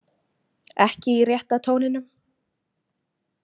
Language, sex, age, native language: Icelandic, female, 20-29, Icelandic